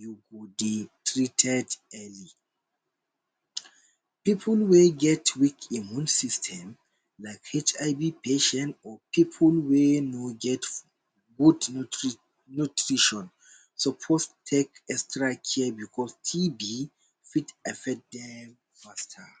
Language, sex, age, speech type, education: Nigerian Pidgin, male, 15-29, spontaneous, tertiary